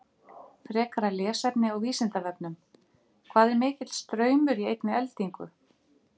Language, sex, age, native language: Icelandic, female, 50-59, Icelandic